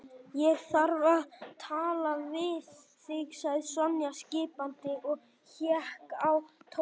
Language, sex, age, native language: Icelandic, male, 18-19, Icelandic